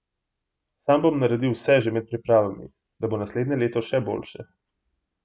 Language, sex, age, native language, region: Slovenian, male, 18-29, Slovenian, Gorenjska region